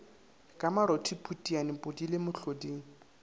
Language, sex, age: Northern Sotho, male, 19